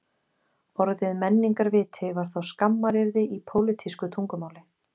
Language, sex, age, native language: Icelandic, female, 20-29, Icelandic